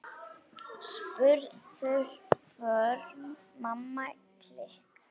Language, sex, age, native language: Icelandic, female, 8, Icelandic